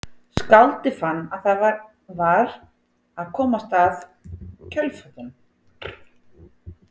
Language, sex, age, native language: Icelandic, female, 40-49, Icelandic